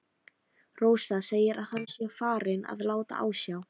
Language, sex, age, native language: Icelandic, female, 13, Icelandic